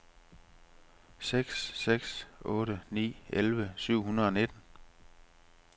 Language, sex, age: Danish, male, 45